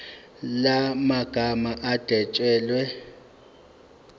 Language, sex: Zulu, male